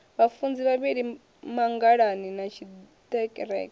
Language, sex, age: Venda, female, 21